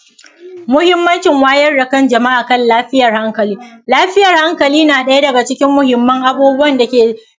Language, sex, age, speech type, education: Hausa, female, 30-45, spontaneous, primary